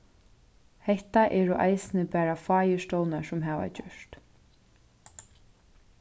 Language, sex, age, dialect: Faroese, female, 15-35, Suðurstreymoy